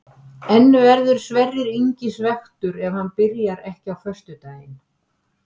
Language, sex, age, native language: Icelandic, female, 70-79, Icelandic